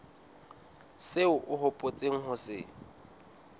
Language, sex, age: Southern Sotho, male, 19